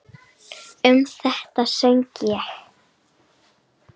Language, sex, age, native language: Icelandic, female, 9, Icelandic